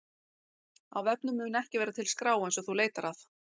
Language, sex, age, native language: Icelandic, female, 40-49, Icelandic